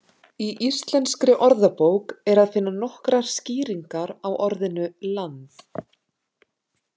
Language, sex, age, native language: Icelandic, female, 30-39, Icelandic